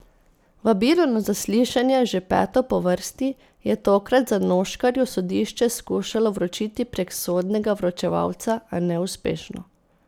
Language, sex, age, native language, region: Slovenian, female, 30-49, Slovenian, Posavska region